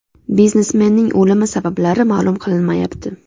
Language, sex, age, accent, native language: Uzbek, female, 18-24, Navoiy, Uzbek